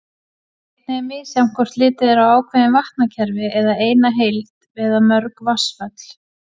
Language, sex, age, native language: Icelandic, female, 40-49, Icelandic